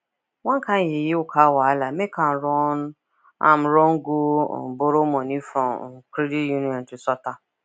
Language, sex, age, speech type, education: Nigerian Pidgin, female, 15-29, spontaneous, tertiary